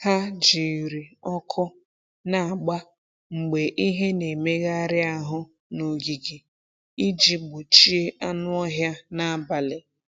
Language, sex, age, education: Igbo, female, 15-29, tertiary